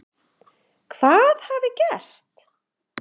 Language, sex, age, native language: Icelandic, female, 40-49, Icelandic